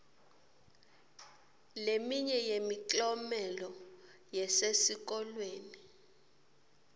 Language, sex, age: Swati, female, 26